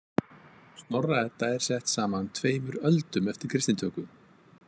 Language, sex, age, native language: Icelandic, male, 50-59, Icelandic